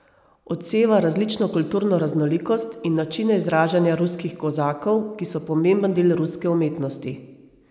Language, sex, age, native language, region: Slovenian, female, 30-49, Slovenian, Savinja region